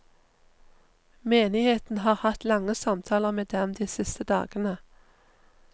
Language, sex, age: Norwegian, female, 39